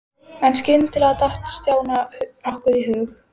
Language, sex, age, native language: Icelandic, female, 12, Icelandic